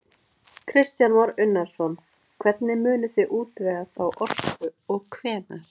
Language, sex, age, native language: Icelandic, female, 30-39, Icelandic